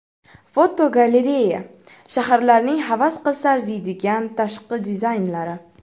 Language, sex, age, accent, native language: Uzbek, female, 12-17, Farg'ona, Uzbek